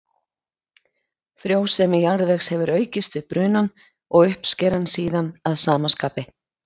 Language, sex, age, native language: Icelandic, female, 50-59, Icelandic